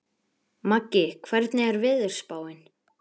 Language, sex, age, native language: Icelandic, male, 11, Icelandic